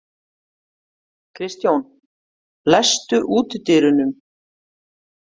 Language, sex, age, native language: Icelandic, female, 50-59, Icelandic